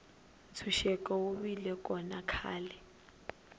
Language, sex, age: Tsonga, female, 19